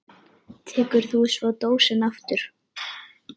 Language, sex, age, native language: Icelandic, female, 9, Icelandic